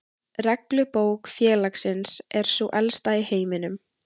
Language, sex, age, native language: Icelandic, female, 18-19, Icelandic